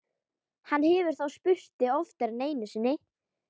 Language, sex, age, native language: Icelandic, female, 12, Icelandic